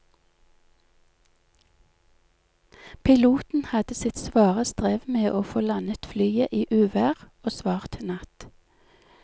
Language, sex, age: Norwegian, female, 48